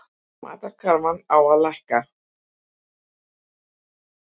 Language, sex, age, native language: Icelandic, female, 50-59, Icelandic